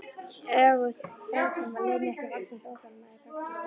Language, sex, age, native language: Icelandic, female, 11, Icelandic